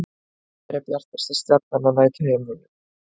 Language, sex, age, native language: Icelandic, female, 20-29, Icelandic